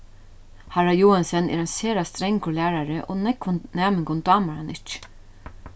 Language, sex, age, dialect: Faroese, female, 36-60, Norðuroyggjar